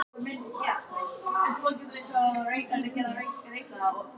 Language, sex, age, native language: Icelandic, female, 14, Icelandic